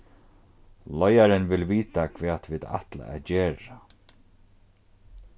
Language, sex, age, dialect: Faroese, male, 36-60, Norðurstreymoy/Eysturoy